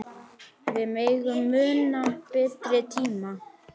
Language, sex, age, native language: Icelandic, male, 9, Icelandic